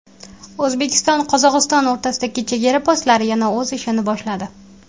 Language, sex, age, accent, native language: Uzbek, female, 19-29, Qashqadaryo, Uzbek